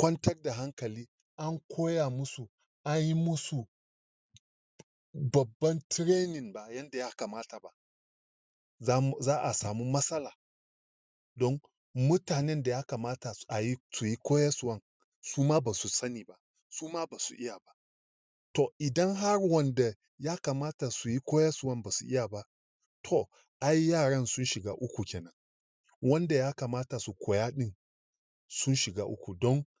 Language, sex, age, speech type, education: Hausa, male, 30-45, spontaneous, tertiary